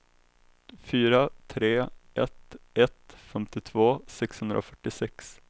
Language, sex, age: Swedish, male, 21